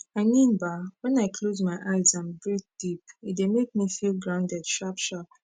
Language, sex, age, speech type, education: Nigerian Pidgin, female, 15-29, spontaneous, tertiary